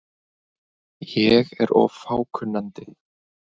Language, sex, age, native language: Icelandic, male, 20-29, Icelandic